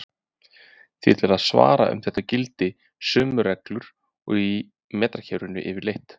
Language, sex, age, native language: Icelandic, male, 30-39, Icelandic